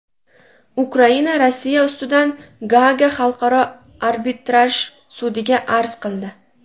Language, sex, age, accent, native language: Uzbek, female, 18-24, Namangan, Uzbek